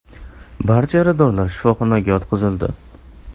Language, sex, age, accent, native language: Uzbek, male, 18-24, Navoiy, Uzbek